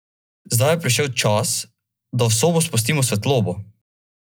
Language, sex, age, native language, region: Slovenian, male, 18-29, Slovenian, Drava region